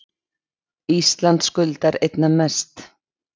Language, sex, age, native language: Icelandic, female, 20-29, Icelandic